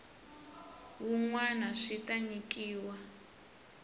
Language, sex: Tsonga, male